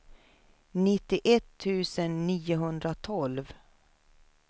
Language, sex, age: Swedish, female, 53